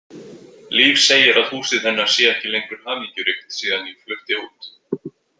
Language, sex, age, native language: Icelandic, male, 20-29, Icelandic